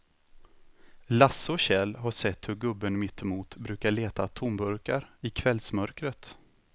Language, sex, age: Swedish, male, 36